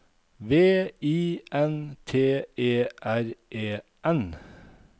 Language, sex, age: Norwegian, male, 51